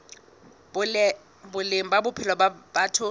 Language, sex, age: Southern Sotho, female, 19